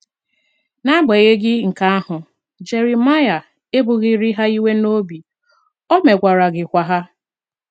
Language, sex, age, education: Igbo, female, 15-29, secondary